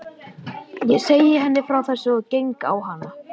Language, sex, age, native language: Icelandic, male, 11, Icelandic